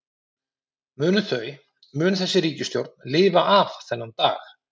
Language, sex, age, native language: Icelandic, male, 30-39, Icelandic